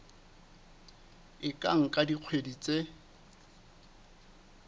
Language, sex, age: Southern Sotho, male, 29